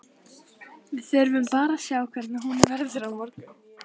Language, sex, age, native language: Icelandic, female, 18-19, Icelandic